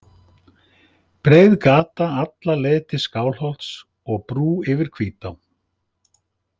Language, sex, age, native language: Icelandic, male, 50-59, Icelandic